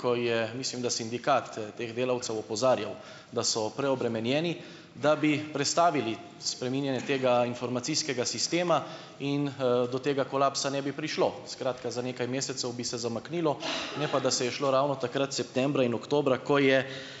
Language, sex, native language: Slovenian, male, Slovenian